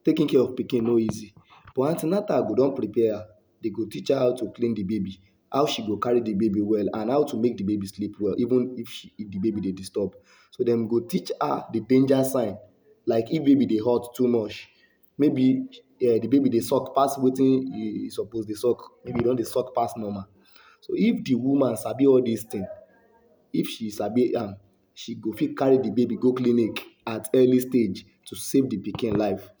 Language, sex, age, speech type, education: Nigerian Pidgin, male, 60+, spontaneous, tertiary